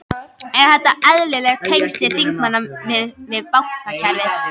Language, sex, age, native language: Icelandic, female, 13, Icelandic